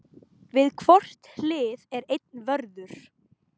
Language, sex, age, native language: Icelandic, female, 18-19, Icelandic